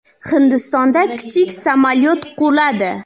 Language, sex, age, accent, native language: Uzbek, female, 19-29, Xorazm, Uzbek